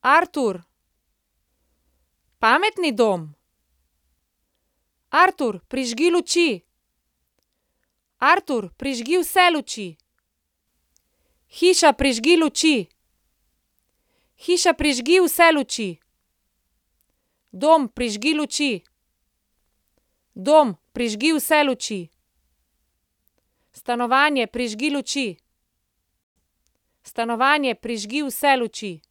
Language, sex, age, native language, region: Slovenian, female, 30-49, Slovenian, Central Slovenia